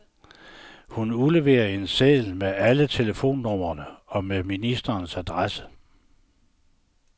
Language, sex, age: Danish, male, 69